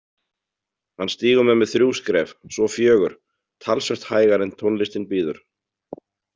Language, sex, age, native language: Icelandic, male, 40-49, Icelandic